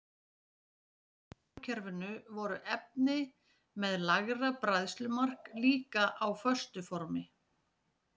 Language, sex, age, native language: Icelandic, female, 40-49, Icelandic